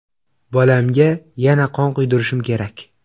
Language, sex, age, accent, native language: Uzbek, male, 18-24, Xorazm, Uzbek